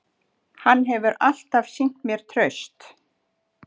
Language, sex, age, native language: Icelandic, female, 40-49, Icelandic